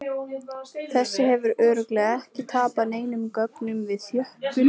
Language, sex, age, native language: Icelandic, female, 20-29, Icelandic